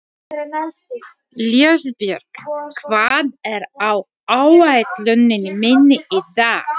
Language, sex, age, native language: Icelandic, female, 40-49, Latvian